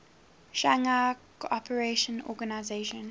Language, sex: English, female